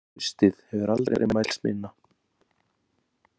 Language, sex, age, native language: Icelandic, male, 40-49, Icelandic